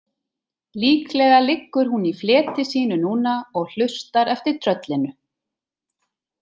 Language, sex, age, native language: Icelandic, female, 30-39, Icelandic